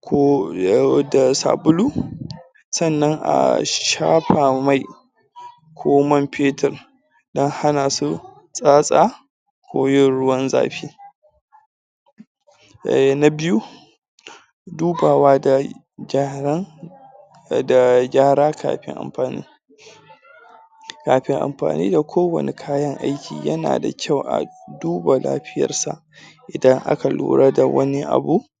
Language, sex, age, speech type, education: Hausa, male, 30-45, spontaneous, tertiary